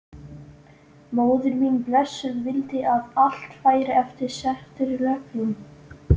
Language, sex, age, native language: Icelandic, male, 12, Icelandic